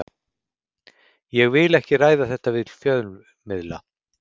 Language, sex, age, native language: Icelandic, male, 50-59, Icelandic